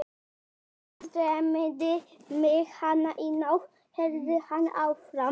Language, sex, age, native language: Icelandic, male, 11, Icelandic